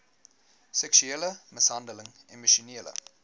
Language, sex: Afrikaans, male